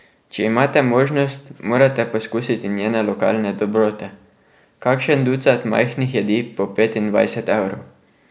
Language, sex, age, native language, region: Slovenian, male, 12-17, Slovenian, Drava region